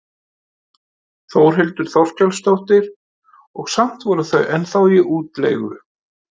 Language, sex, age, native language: Icelandic, male, 50-59, Icelandic